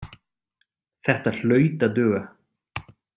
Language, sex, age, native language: Icelandic, male, 30-39, Icelandic